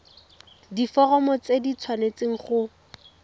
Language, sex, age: Tswana, female, 18